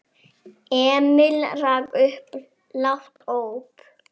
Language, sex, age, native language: Icelandic, female, 7, Icelandic